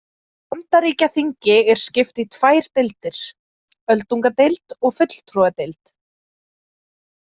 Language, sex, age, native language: Icelandic, female, 20-29, Icelandic